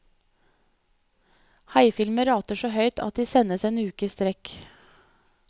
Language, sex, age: Norwegian, female, 30